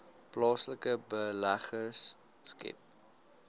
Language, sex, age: Afrikaans, male, 22